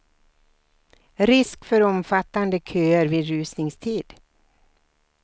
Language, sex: Swedish, female